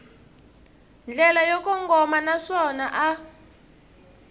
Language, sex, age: Tsonga, female, 23